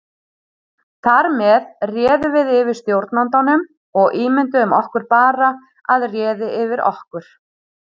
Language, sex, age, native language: Icelandic, female, 30-39, Icelandic